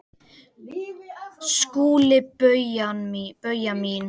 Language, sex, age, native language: Icelandic, male, 10, Icelandic